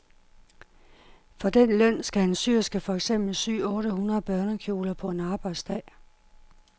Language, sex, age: Danish, female, 51